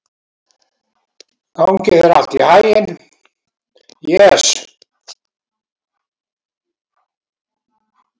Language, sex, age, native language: Icelandic, male, 70-79, Icelandic